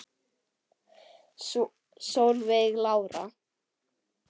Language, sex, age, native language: Icelandic, male, 8, Icelandic